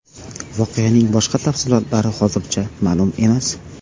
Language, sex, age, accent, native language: Uzbek, male, 18-24, Farg'ona, Uzbek